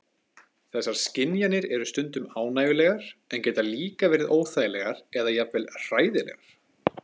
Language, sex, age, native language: Icelandic, male, 20-29, Icelandic